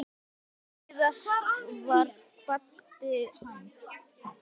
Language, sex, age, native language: Icelandic, male, 10, Icelandic